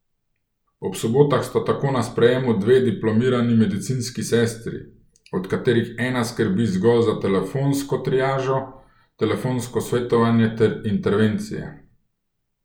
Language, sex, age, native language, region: Slovenian, male, 30-49, Slovenian, Gorenjska region